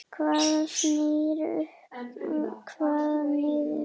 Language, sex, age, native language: Icelandic, female, 8, Icelandic